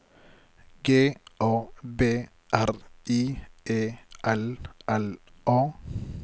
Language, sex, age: Norwegian, male, 33